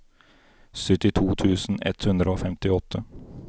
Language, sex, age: Norwegian, male, 29